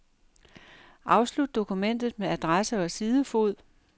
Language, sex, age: Danish, female, 58